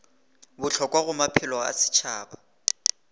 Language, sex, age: Northern Sotho, male, 18